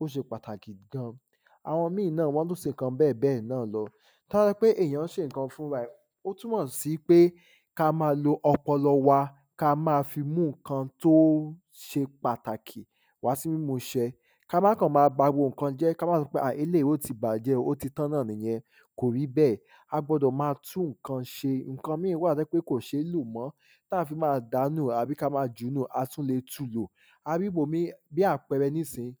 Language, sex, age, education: Yoruba, male, 15-29, tertiary